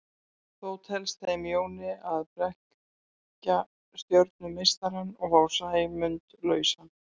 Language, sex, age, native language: Icelandic, female, 60-69, Icelandic